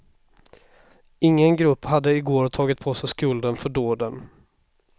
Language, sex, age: Swedish, male, 26